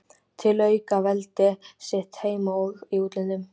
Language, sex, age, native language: Icelandic, female, 13, Icelandic